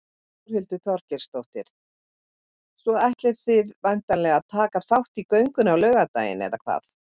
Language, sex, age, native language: Icelandic, female, 50-59, Icelandic